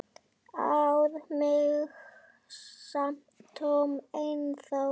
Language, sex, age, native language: Icelandic, male, 9, Icelandic